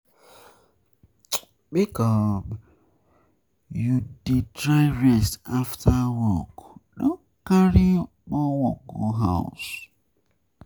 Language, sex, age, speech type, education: Nigerian Pidgin, male, 15-29, spontaneous, tertiary